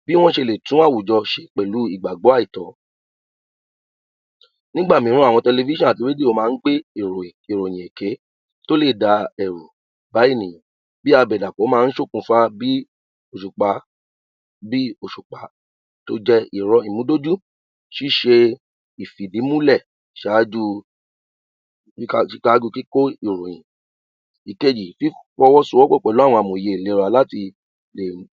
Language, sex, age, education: Yoruba, male, 30-45, tertiary